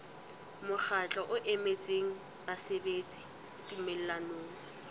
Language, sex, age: Southern Sotho, female, 19